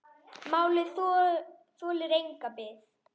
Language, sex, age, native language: Icelandic, female, 10, Icelandic